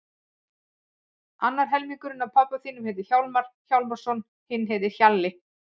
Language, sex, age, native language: Icelandic, female, 40-49, Icelandic